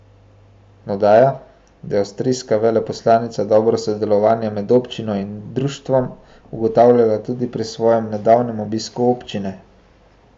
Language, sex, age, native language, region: Slovenian, male, 18-29, Slovenian, Central Slovenia